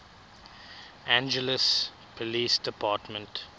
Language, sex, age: English, male, 22